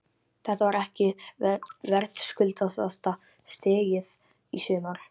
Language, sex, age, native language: Icelandic, female, 13, Icelandic